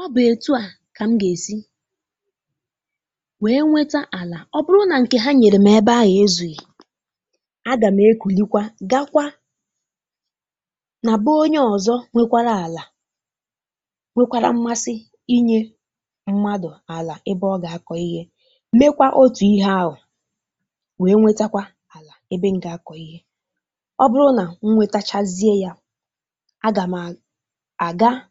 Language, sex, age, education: Igbo, female, 15-29, tertiary